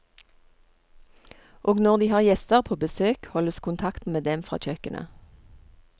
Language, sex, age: Norwegian, female, 39